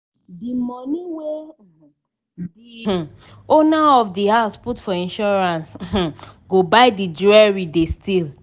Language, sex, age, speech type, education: Nigerian Pidgin, female, 30-45, spontaneous, secondary